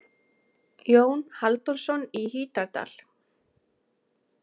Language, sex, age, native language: Icelandic, female, 20-29, Icelandic